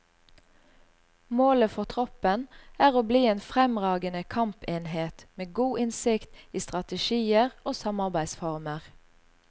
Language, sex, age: Norwegian, female, 38